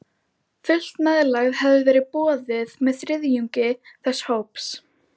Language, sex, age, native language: Icelandic, female, 11, Icelandic